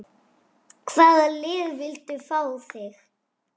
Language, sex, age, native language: Icelandic, female, 6, Icelandic